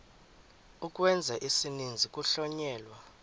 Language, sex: Xhosa, male